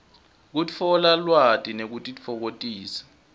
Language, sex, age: Swati, male, 20